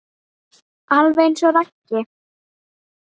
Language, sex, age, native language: Icelandic, female, 9, Icelandic